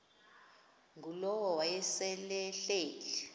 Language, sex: Xhosa, female